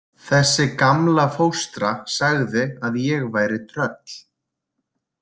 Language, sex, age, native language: Icelandic, male, 20-29, Icelandic